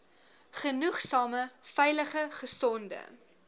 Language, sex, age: Afrikaans, female, 19